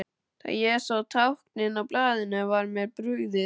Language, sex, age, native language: Icelandic, male, 12, Icelandic